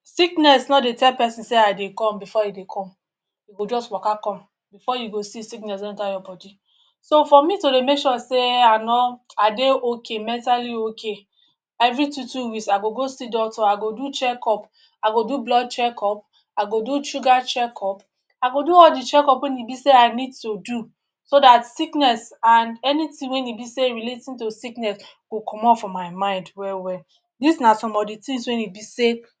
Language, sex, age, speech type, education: Nigerian Pidgin, male, 60+, spontaneous, tertiary